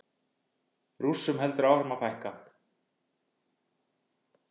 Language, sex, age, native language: Icelandic, male, 50-59, Icelandic